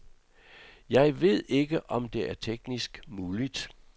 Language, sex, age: Danish, male, 66